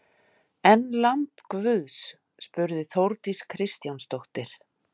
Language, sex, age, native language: Icelandic, female, 50-59, Icelandic